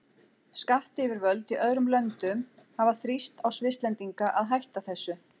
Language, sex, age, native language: Icelandic, female, 40-49, Icelandic